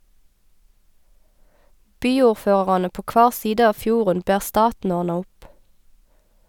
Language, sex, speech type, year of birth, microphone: Norwegian, female, read, 1989, Sennheiser